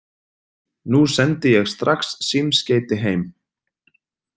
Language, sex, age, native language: Icelandic, male, 30-39, Icelandic